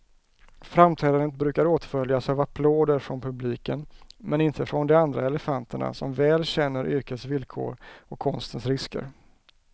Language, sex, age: Swedish, male, 34